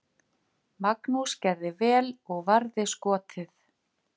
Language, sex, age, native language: Icelandic, female, 50-59, Icelandic